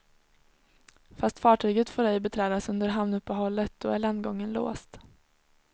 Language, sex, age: Swedish, female, 21